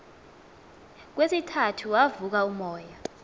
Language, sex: Xhosa, female